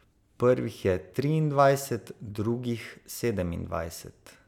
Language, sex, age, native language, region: Slovenian, male, 30-49, Slovenian, Savinja region